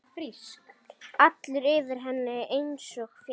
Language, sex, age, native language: Icelandic, female, 9, Icelandic